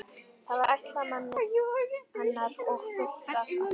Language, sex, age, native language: Icelandic, female, 11, Icelandic